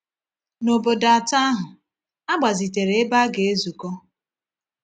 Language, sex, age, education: Igbo, female, 15-29, tertiary